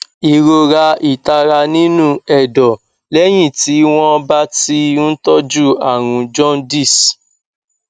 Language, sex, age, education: Yoruba, male, 15-29, tertiary